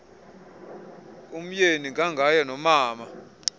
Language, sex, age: Xhosa, male, 24